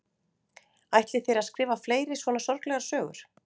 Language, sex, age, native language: Icelandic, female, 40-49, Icelandic